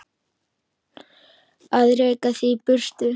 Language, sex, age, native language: Icelandic, male, 10, Icelandic